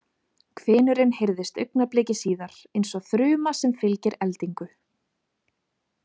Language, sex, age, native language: Icelandic, female, 20-29, Icelandic